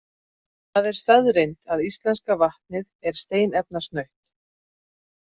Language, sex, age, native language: Icelandic, female, 40-49, Icelandic